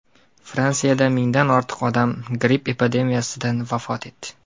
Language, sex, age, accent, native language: Uzbek, male, 19-29, Jizzax, Uzbek